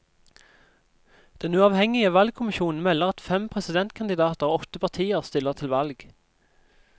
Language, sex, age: Norwegian, male, 26